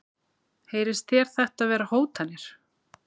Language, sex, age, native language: Icelandic, female, 30-39, Icelandic